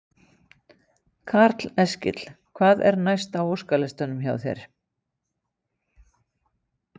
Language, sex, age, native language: Icelandic, female, 50-59, Icelandic